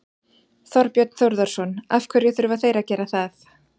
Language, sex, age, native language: Icelandic, female, 40-49, Icelandic